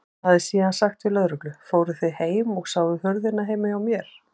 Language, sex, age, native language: Icelandic, female, 40-49, Icelandic